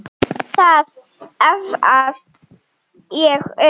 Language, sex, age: Icelandic, female, 7